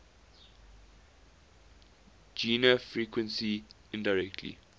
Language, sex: English, male